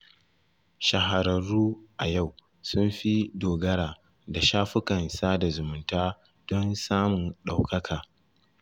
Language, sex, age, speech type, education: Hausa, male, 15-29, spontaneous, tertiary